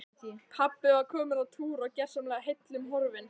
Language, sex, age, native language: Icelandic, male, 11, Icelandic